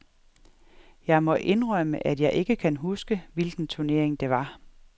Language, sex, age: Danish, female, 47